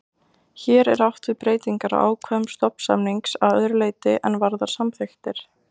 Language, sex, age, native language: Icelandic, female, 20-29, Icelandic